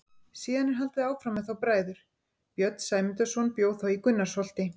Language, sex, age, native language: Icelandic, female, 50-59, Icelandic